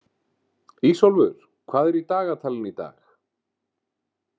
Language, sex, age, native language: Icelandic, male, 40-49, Icelandic